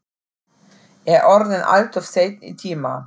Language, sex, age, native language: Icelandic, female, 40-49, German